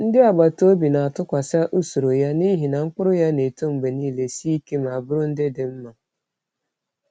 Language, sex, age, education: Igbo, female, 30-45, tertiary